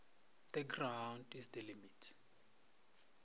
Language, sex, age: Northern Sotho, male, 23